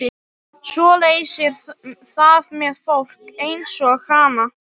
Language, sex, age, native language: Icelandic, other, 18-19, Polish